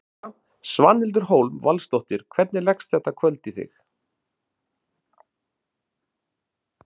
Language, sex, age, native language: Icelandic, male, 40-49, Icelandic